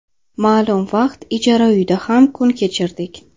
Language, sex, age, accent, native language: Uzbek, female, 25-34, Toshkent shahri, Uzbek